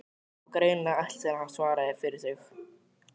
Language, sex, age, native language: Icelandic, male, 12, Icelandic